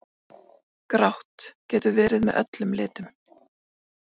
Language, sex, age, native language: Icelandic, female, 40-49, Icelandic